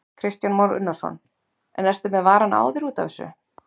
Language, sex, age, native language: Icelandic, female, 30-39, Icelandic